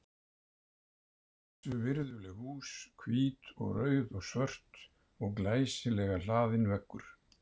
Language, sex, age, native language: Icelandic, male, 70-79, Icelandic